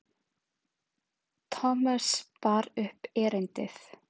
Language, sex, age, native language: Icelandic, female, 30-39, Icelandic